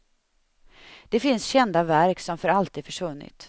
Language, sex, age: Swedish, female, 31